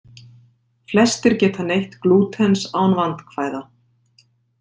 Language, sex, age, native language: Icelandic, female, 50-59, Icelandic